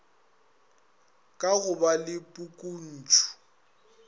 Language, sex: Northern Sotho, male